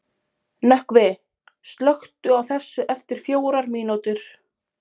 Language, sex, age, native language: Icelandic, female, 20-29, Polish